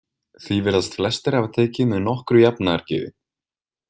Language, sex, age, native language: Icelandic, male, 20-29, Icelandic